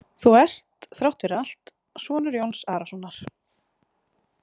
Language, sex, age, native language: Icelandic, female, 40-49, Icelandic